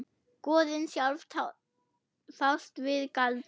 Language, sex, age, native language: Icelandic, female, 8, German